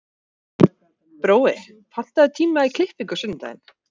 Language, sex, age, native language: Icelandic, female, 40-49, Icelandic